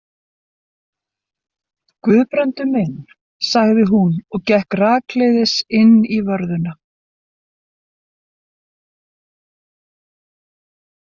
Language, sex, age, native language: Icelandic, female, 60-69, Icelandic